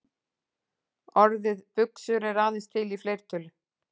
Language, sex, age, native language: Icelandic, female, 40-49, Icelandic